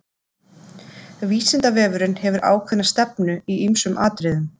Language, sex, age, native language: Icelandic, female, 30-39, Icelandic